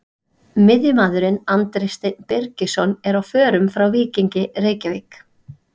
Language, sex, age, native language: Icelandic, female, 30-39, Icelandic